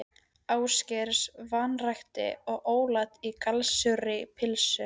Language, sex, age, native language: Icelandic, female, 13, Icelandic